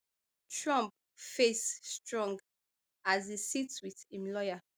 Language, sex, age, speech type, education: Nigerian Pidgin, female, 30-45, spontaneous, tertiary